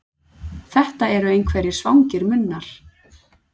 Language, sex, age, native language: Icelandic, female, 40-49, Icelandic